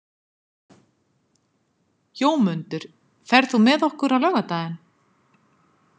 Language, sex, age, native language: Icelandic, female, 50-59, Icelandic